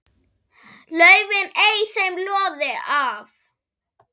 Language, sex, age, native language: Icelandic, female, 8, Icelandic